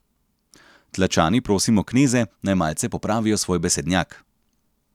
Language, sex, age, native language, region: Slovenian, male, 30-49, Slovenian, Central Slovenia